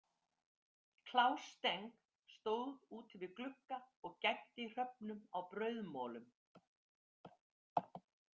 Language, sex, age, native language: Icelandic, female, 50-59, Icelandic